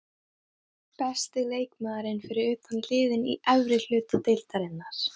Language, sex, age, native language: Icelandic, female, 18-19, Thai